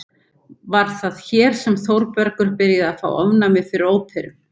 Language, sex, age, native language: Icelandic, female, 70-79, Icelandic